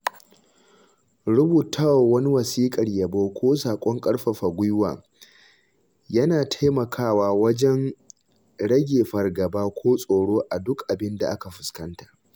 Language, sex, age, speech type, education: Hausa, male, 15-29, read, tertiary